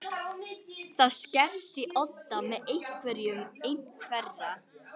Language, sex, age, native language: Icelandic, female, 18-19, Icelandic